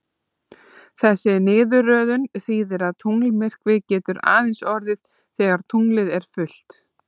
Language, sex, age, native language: Icelandic, female, 30-39, Icelandic